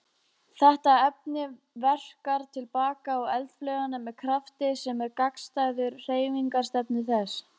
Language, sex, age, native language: Icelandic, female, 18-19, Icelandic